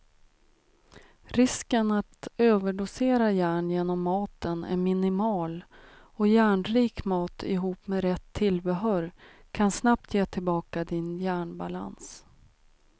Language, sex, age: Swedish, female, 36